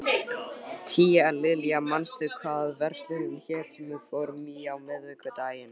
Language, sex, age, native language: Icelandic, male, 12, Icelandic